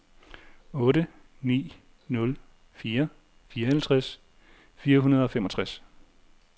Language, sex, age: Danish, male, 40